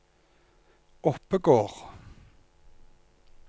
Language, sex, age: Norwegian, male, 34